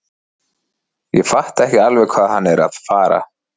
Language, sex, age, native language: Icelandic, male, 40-49, Icelandic